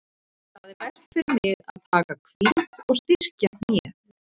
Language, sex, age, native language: Icelandic, female, 30-39, Icelandic